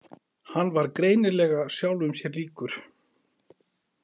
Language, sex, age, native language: Icelandic, male, 40-49, Icelandic